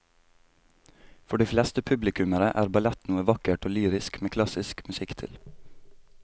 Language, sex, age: Norwegian, male, 22